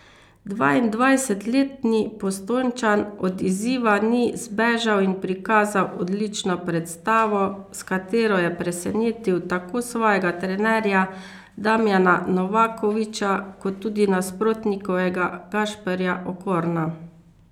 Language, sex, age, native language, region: Slovenian, female, 50-59, Slovenian, Carinthia region